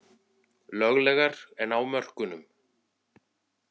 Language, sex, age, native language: Icelandic, male, 40-49, Icelandic